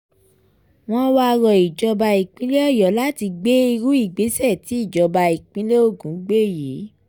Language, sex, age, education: Yoruba, female, 15-29, tertiary